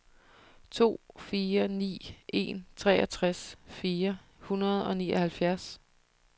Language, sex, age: Danish, female, 30